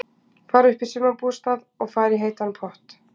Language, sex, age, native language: Icelandic, female, 20-29, Icelandic